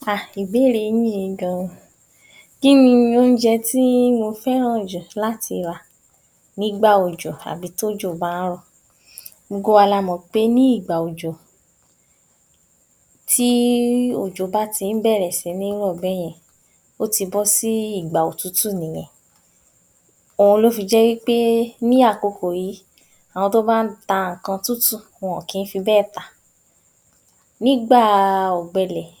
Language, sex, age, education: Yoruba, female, 46-60, tertiary